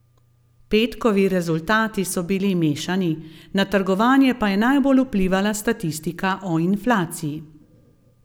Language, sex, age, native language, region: Slovenian, female, 50-59, Slovenian, Gorenjska region